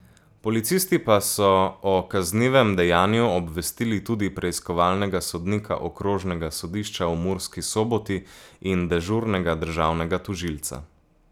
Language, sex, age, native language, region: Slovenian, male, 18-29, Slovenian, Gorica region